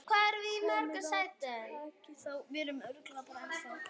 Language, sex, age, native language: Icelandic, female, 9, Icelandic